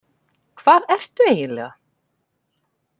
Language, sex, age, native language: Icelandic, female, 40-49, Icelandic